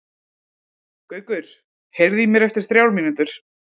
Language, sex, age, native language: Icelandic, female, 30-39, Icelandic